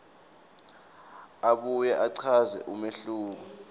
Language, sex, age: Swati, male, 24